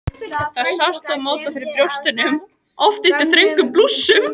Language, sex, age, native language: Icelandic, female, 18-19, Icelandic